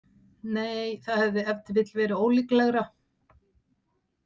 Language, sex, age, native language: Icelandic, female, 60-69, Icelandic